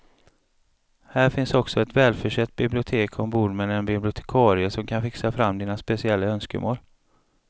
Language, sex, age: Swedish, male, 35